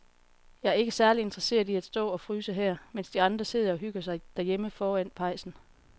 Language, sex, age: Danish, female, 40